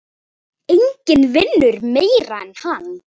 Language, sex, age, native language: Icelandic, female, 10, Icelandic